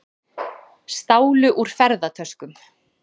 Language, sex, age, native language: Icelandic, female, 30-39, Icelandic